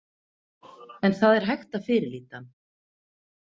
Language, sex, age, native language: Icelandic, female, 30-39, Icelandic